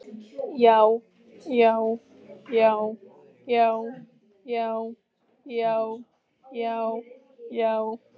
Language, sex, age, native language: Icelandic, female, 15, Icelandic